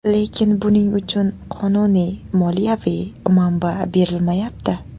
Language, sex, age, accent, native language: Uzbek, female, 18-24, Namangan, Uzbek